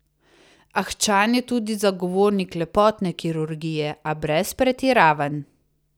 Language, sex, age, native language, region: Slovenian, female, 30-49, Slovenian, Savinja region